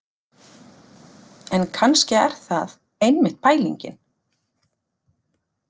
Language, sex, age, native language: Icelandic, female, 40-49, Icelandic